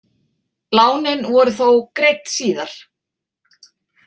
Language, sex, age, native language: Icelandic, female, 40-49, Icelandic